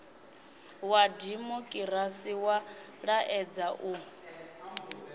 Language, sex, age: Venda, female, 24